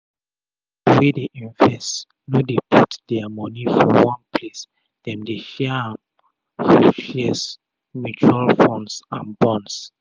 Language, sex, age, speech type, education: Nigerian Pidgin, male, 30-45, spontaneous, tertiary